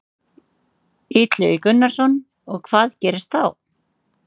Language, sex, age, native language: Icelandic, female, 30-39, Icelandic